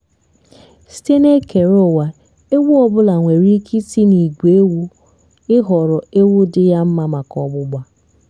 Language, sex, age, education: Igbo, female, 15-29, tertiary